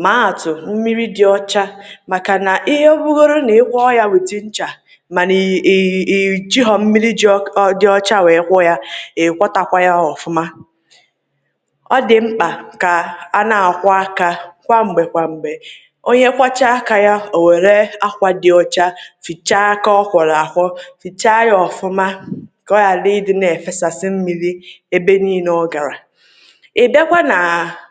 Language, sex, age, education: Igbo, female, 30-45, tertiary